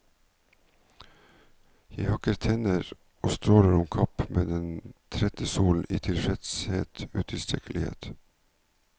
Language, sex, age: Norwegian, male, 49